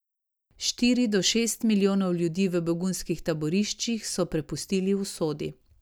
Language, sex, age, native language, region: Slovenian, female, 30-49, Slovenian, Savinja region